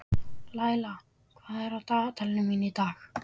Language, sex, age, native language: Icelandic, male, 12, Icelandic